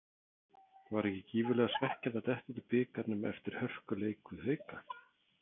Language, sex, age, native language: Icelandic, male, 40-49, Icelandic